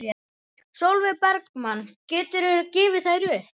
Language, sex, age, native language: Icelandic, male, 11, Icelandic